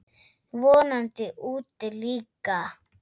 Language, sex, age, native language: Icelandic, female, 7, Icelandic